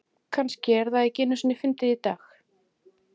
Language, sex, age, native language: Icelandic, female, 40-49, Icelandic